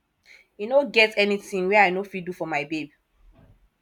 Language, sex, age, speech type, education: Nigerian Pidgin, female, 15-29, spontaneous, tertiary